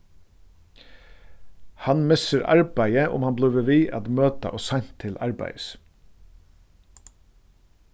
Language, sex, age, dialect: Faroese, male, 36-60, Suðurstreymoy